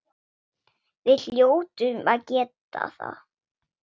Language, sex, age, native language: Icelandic, female, 7, Swedish